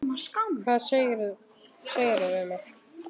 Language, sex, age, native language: Icelandic, male, 9, Icelandic